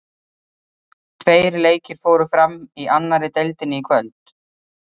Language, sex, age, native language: Icelandic, female, 30-39, Icelandic